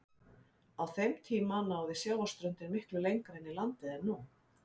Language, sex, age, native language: Icelandic, female, 50-59, Icelandic